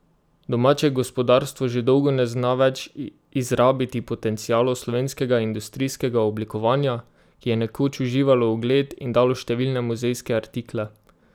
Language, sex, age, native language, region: Slovenian, male, 18-29, Slovenian, Drava region